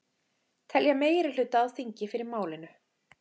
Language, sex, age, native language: Icelandic, female, 30-39, Icelandic